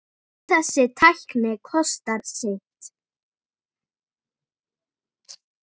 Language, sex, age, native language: Icelandic, female, 8, Icelandic